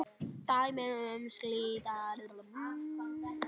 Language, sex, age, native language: Icelandic, male, 9, Icelandic